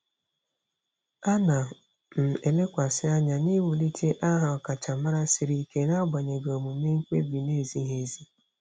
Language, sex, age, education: Igbo, female, 30-45, tertiary